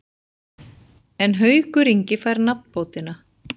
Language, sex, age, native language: Icelandic, female, 40-49, Icelandic